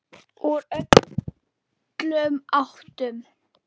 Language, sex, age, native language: Icelandic, female, 10, Icelandic